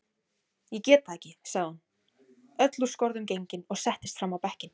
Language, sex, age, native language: Icelandic, female, 17, Icelandic